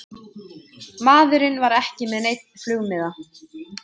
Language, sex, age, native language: Icelandic, female, 20-29, Icelandic